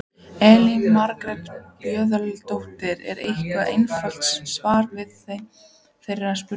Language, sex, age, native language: Icelandic, female, 14, Icelandic